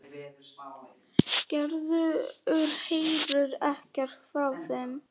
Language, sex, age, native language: Icelandic, female, 9, Icelandic